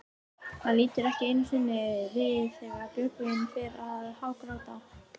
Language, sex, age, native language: Icelandic, female, 18-19, Icelandic